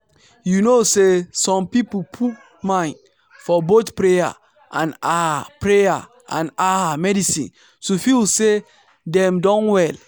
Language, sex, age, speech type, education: Nigerian Pidgin, male, 15-29, spontaneous, tertiary